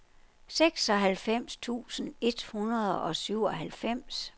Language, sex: Danish, female